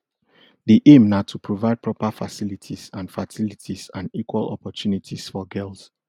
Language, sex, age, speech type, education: Nigerian Pidgin, male, 30-45, spontaneous, tertiary